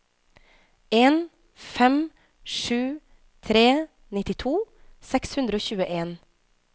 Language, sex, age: Norwegian, female, 25